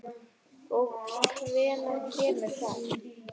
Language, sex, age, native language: Icelandic, female, 10, Icelandic